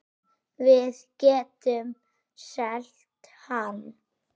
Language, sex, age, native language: Icelandic, female, 6, Icelandic